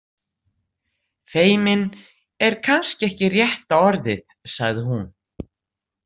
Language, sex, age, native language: Icelandic, female, 60-69, Icelandic